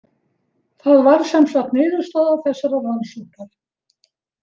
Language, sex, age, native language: Icelandic, female, 70-79, Icelandic